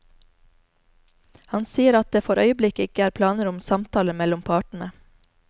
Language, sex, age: Norwegian, female, 34